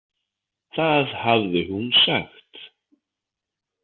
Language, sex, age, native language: Icelandic, male, 50-59, Icelandic